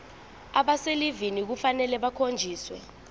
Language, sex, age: Zulu, female, 25